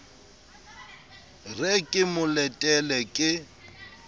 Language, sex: Southern Sotho, male